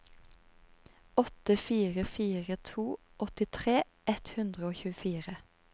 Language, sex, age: Norwegian, female, 30